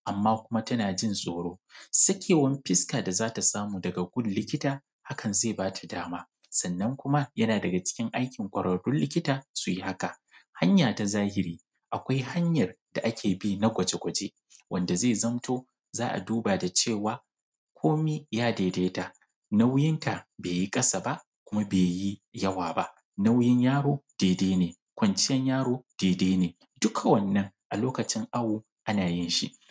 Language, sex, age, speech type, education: Hausa, male, 15-29, spontaneous, secondary